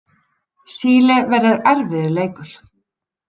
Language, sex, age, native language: Icelandic, female, 30-39, Icelandic